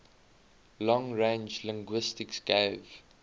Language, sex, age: English, male, 21